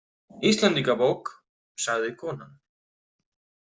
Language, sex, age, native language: Icelandic, male, 30-39, Icelandic